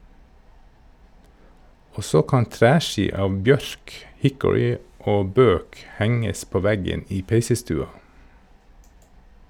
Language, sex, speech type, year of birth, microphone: Norwegian, male, read, 1969, Shure